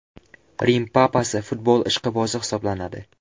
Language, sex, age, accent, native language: Uzbek, male, 12-17, Qashqadaryo, Uzbek